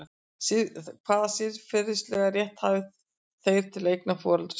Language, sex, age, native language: Icelandic, female, 60-69, Icelandic